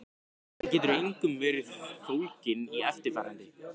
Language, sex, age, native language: Icelandic, male, 15, Icelandic